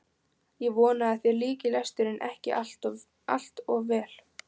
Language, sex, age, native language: Icelandic, female, 15, Icelandic